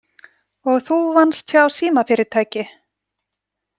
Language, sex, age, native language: Icelandic, female, 40-49, Icelandic